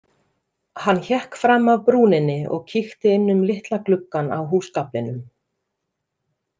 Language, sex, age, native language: Icelandic, female, 30-39, Icelandic